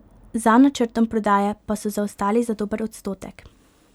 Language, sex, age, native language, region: Slovenian, female, 18-29, Slovenian, Pomurje region